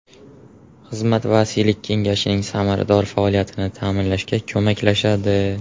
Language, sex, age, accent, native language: Uzbek, male, 18-24, Farg'ona, Uzbek